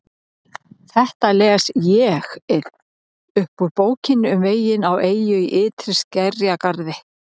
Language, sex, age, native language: Icelandic, male, 40-49, Icelandic